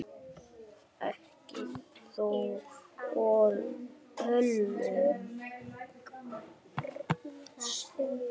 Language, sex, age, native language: Icelandic, male, 7, Icelandic